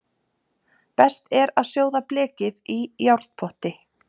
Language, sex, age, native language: Icelandic, female, 30-39, Icelandic